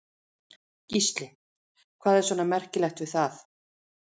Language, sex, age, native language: Icelandic, female, 40-49, Icelandic